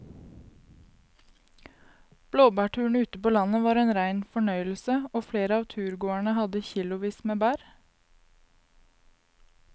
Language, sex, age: Norwegian, female, 22